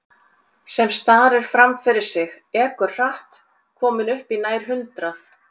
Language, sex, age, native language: Icelandic, female, 40-49, Icelandic